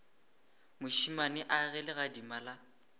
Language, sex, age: Northern Sotho, male, 18